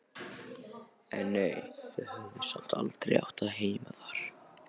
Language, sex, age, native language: Icelandic, other, 13, Icelandic